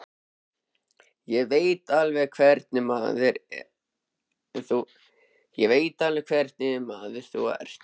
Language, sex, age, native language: Icelandic, male, 13, Icelandic